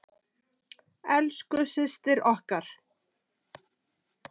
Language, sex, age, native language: Icelandic, male, 8, Icelandic